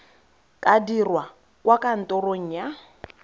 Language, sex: Tswana, female